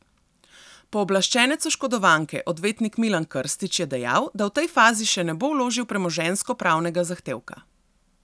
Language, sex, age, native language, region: Slovenian, female, 30-49, Slovenian, Central Slovenia